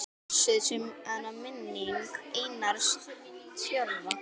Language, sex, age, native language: Icelandic, female, 10, Icelandic